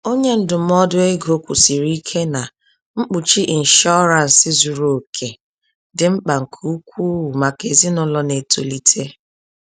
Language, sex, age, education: Igbo, female, 30-45, tertiary